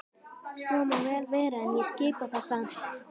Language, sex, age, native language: Icelandic, female, 12, Icelandic